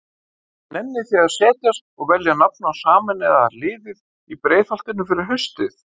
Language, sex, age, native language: Icelandic, male, 50-59, Icelandic